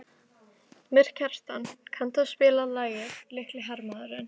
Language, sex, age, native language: Icelandic, female, 12, Icelandic